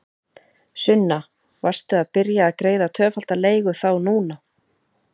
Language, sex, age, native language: Icelandic, female, 30-39, Icelandic